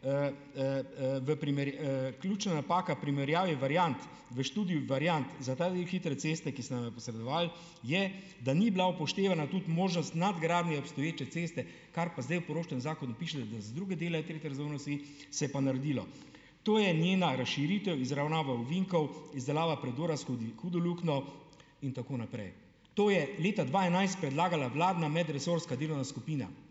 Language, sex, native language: Slovenian, male, Slovenian